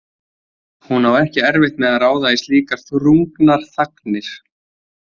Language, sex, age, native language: Icelandic, male, 20-29, Icelandic